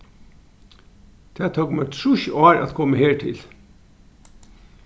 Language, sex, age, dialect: Faroese, male, 36-60, Norðurstreymoy/Eysturoy